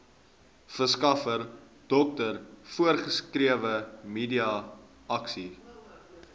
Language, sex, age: Afrikaans, male, 19